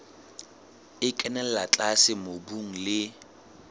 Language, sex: Southern Sotho, male